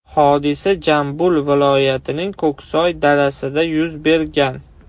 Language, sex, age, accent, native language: Uzbek, male, 18-24, Toshkent shahri, Russian